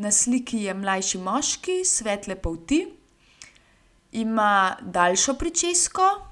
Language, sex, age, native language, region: Slovenian, female, 18-29, Slovenian, Gorenjska region